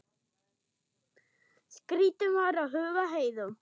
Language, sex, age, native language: Icelandic, male, 6, German